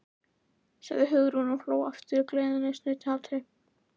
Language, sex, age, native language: Icelandic, female, 11, Icelandic